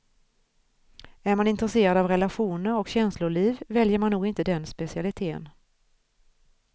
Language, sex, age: Swedish, female, 41